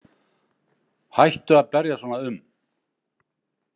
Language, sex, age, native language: Icelandic, male, 60-69, Icelandic